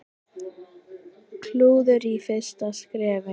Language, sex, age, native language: Icelandic, female, 10, Icelandic